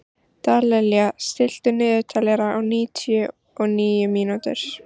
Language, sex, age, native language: Icelandic, female, 14, Icelandic